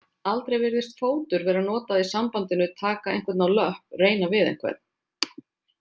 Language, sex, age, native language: Icelandic, female, 30-39, Icelandic